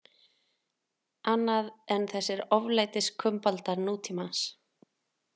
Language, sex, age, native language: Icelandic, female, 30-39, Icelandic